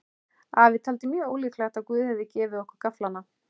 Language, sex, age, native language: Icelandic, male, 11, Icelandic